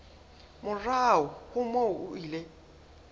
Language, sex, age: Southern Sotho, male, 21